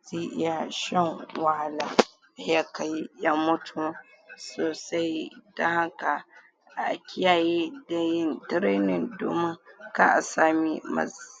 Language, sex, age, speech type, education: Hausa, female, 46-60, spontaneous, tertiary